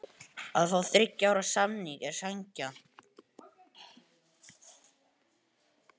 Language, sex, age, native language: Icelandic, male, 18-19, Icelandic